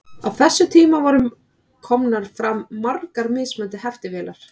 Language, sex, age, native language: Icelandic, female, 30-39, Icelandic